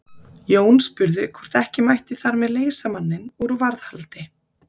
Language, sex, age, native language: Icelandic, female, 30-39, Icelandic